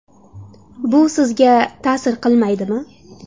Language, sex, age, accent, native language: Uzbek, female, 18-24, Samarqand, Uzbek